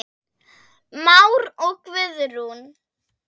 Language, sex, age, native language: Icelandic, female, 10, Icelandic